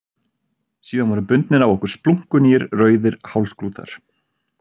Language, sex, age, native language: Icelandic, male, 30-39, Icelandic